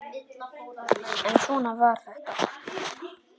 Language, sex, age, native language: Icelandic, male, 10, Icelandic